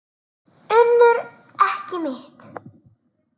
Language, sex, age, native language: Icelandic, male, 9, Icelandic